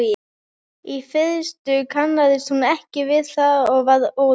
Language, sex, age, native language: Icelandic, female, 11, Icelandic